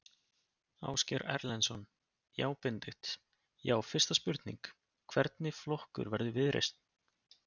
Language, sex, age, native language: Icelandic, male, 20-29, Icelandic